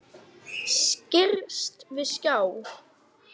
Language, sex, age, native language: Icelandic, male, 9, Icelandic